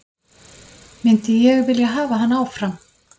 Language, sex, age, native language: Icelandic, female, 50-59, Icelandic